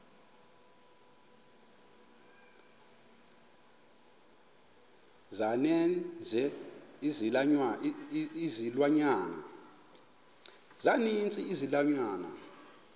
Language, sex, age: Xhosa, male, 24